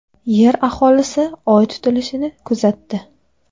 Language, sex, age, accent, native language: Uzbek, female, 19-29, Andijon, Uzbek